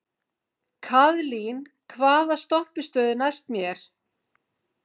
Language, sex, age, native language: Icelandic, female, 50-59, Icelandic